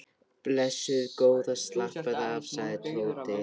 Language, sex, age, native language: Icelandic, male, 13, Icelandic